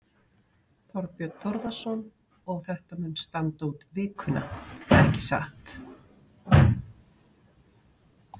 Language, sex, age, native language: Icelandic, female, 40-49, Icelandic